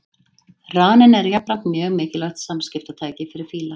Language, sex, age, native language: Icelandic, female, 30-39, Icelandic